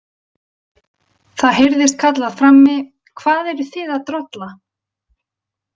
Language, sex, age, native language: Icelandic, female, 20-29, Icelandic